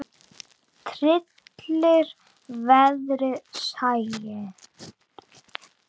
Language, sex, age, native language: Icelandic, female, 9, Icelandic